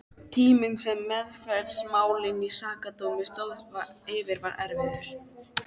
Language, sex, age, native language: Icelandic, female, 13, Icelandic